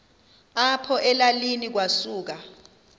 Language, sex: Xhosa, female